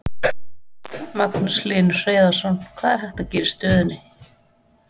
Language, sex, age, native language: Icelandic, female, 40-49, Icelandic